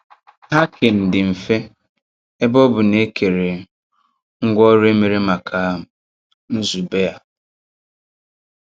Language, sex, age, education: Igbo, male, 30-45, tertiary